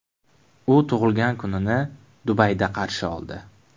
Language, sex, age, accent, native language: Uzbek, male, 18-24, Buxoro, Uzbek